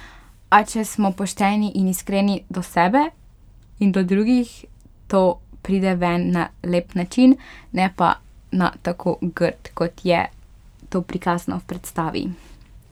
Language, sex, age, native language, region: Slovenian, female, 12-17, Slovenian, Pomurje region